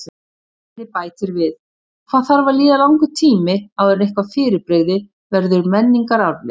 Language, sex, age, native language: Icelandic, female, 50-59, Icelandic